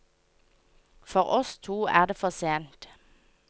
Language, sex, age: Norwegian, female, 24